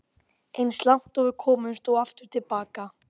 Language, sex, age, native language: Icelandic, female, 12, Icelandic